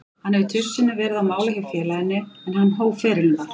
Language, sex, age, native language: Icelandic, female, 40-49, Icelandic